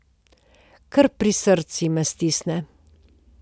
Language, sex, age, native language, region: Slovenian, female, 50-59, Slovenian, Posavska region